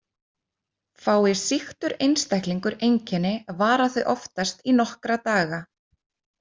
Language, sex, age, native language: Icelandic, female, 30-39, Icelandic